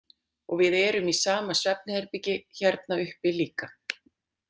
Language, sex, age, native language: Icelandic, female, 40-49, Icelandic